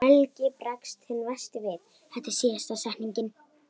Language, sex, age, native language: Icelandic, female, 10, Icelandic